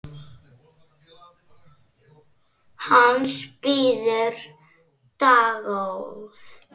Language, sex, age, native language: Icelandic, female, 30-39, Icelandic